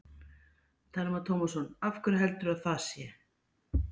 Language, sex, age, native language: Icelandic, female, 40-49, Icelandic